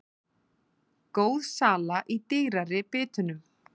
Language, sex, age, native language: Icelandic, female, 40-49, Icelandic